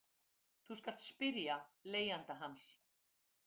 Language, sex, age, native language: Icelandic, female, 50-59, Icelandic